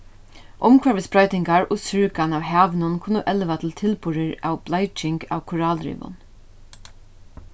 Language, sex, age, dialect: Faroese, female, 36-60, Norðuroyggjar